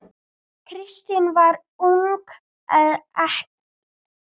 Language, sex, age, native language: Icelandic, male, 10, Icelandic